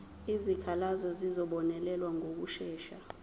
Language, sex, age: Zulu, female, 23